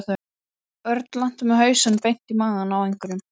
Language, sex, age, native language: Icelandic, male, 12, Icelandic